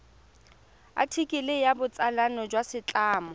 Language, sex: Tswana, female